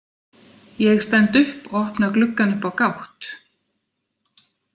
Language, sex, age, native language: Icelandic, female, 40-49, Icelandic